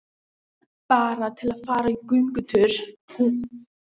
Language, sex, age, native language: Icelandic, other, 12, Icelandic